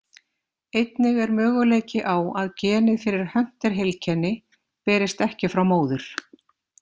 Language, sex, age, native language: Icelandic, female, 50-59, Icelandic